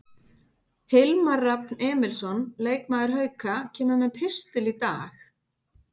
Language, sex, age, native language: Icelandic, female, 50-59, Icelandic